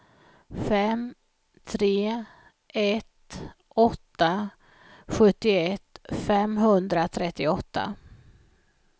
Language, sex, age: Swedish, female, 56